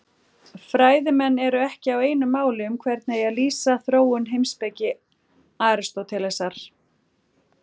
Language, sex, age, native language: Icelandic, female, 40-49, Icelandic